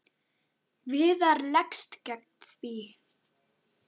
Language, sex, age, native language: Icelandic, male, 9, Icelandic